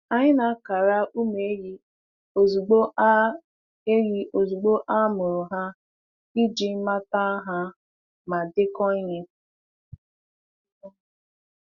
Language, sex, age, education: Igbo, female, 15-29, tertiary